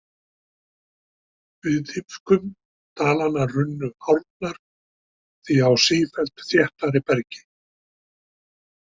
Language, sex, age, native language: Icelandic, male, 60-69, Icelandic